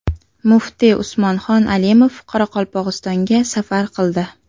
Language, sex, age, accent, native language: Uzbek, female, 18-24, Andijon, Uzbek